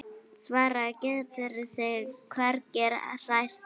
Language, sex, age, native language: Icelandic, female, 9, Icelandic